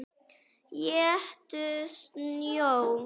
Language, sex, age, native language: Icelandic, female, 8, Icelandic